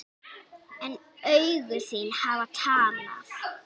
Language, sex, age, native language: Icelandic, female, 8, Icelandic